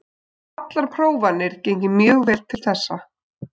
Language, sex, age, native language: Icelandic, female, 20-29, Icelandic